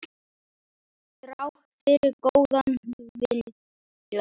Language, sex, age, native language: Icelandic, male, 10, Icelandic